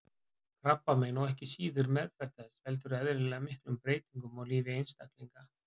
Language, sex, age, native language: Icelandic, male, 40-49, Icelandic